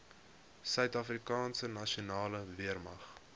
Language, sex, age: Afrikaans, male, 21